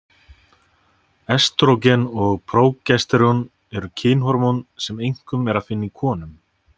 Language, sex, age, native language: Icelandic, male, 30-39, Icelandic